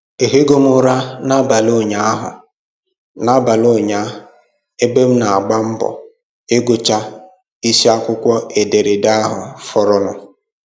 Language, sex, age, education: Igbo, male, 15-29, tertiary